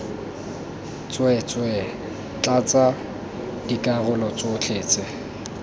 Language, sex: Tswana, male